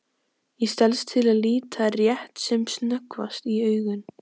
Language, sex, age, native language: Icelandic, female, 14, Icelandic